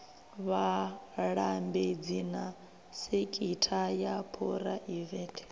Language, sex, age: Venda, female, 23